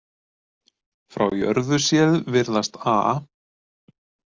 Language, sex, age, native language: Icelandic, male, 40-49, Icelandic